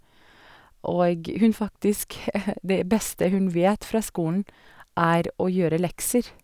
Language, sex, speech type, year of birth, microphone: Norwegian, female, spontaneous, 1984, Sennheiser